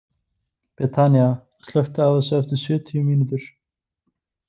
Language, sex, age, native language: Icelandic, male, 20-29, Icelandic